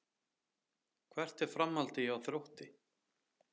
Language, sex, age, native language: Icelandic, male, 30-39, Icelandic